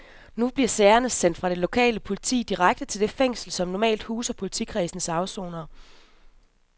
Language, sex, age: Danish, female, 27